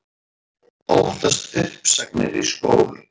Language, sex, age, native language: Icelandic, male, 40-49, Icelandic